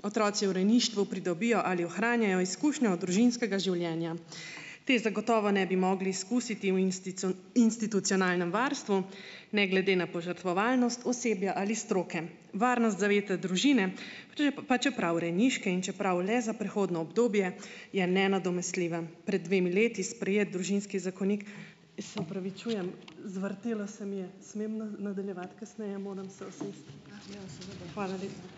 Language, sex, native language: Slovenian, female, Slovenian